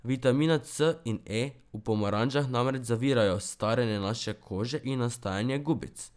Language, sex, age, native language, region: Slovenian, male, 12-17, Slovenian, Drava region